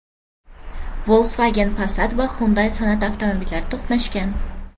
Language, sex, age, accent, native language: Uzbek, female, 12-17, Farg'ona, Uzbek